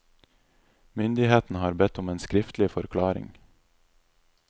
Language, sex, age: Norwegian, male, 26